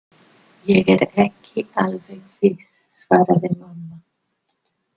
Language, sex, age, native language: Icelandic, female, 50-59, English